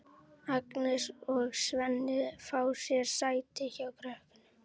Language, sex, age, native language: Icelandic, female, 11, Icelandic